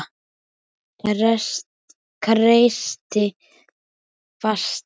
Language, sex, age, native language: Icelandic, male, 10, Icelandic